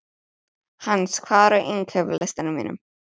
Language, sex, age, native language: Icelandic, female, 12, Icelandic